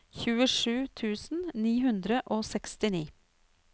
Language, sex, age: Norwegian, female, 49